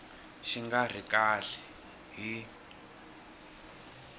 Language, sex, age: Tsonga, male, 21